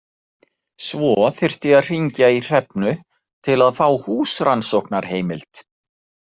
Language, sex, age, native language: Icelandic, male, 40-49, Icelandic